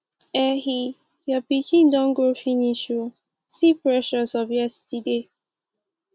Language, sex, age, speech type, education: Nigerian Pidgin, female, 15-29, spontaneous, tertiary